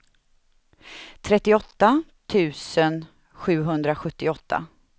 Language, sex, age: Swedish, female, 31